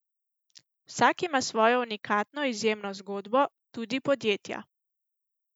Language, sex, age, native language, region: Slovenian, female, 18-29, Slovenian, Central Slovenia